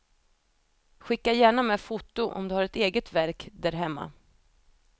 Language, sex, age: Swedish, female, 28